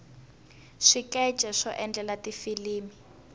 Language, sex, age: Tsonga, female, 19